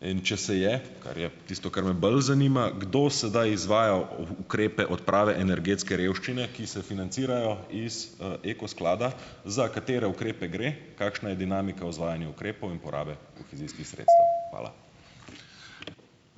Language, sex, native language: Slovenian, male, Slovenian